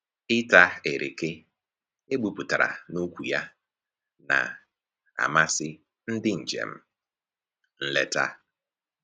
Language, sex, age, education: Igbo, male, 15-29, tertiary